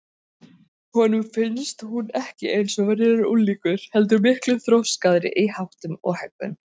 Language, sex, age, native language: Icelandic, female, 30-39, Icelandic